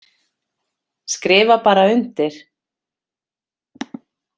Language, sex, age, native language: Icelandic, female, 40-49, Icelandic